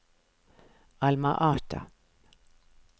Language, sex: Norwegian, female